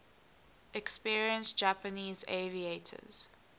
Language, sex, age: English, female, 19